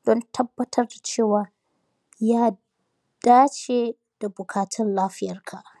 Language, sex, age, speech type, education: Hausa, female, 15-29, spontaneous, tertiary